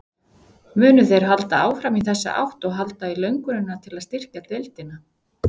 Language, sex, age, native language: Icelandic, female, 40-49, Icelandic